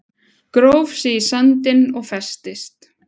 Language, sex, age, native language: Icelandic, female, 20-29, Icelandic